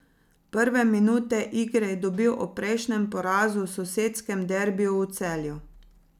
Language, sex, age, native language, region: Slovenian, female, 30-49, Slovenian, Zasavska region